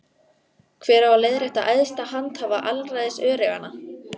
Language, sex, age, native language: Icelandic, female, 14, Icelandic